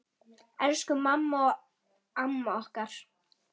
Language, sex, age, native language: Icelandic, female, 8, Icelandic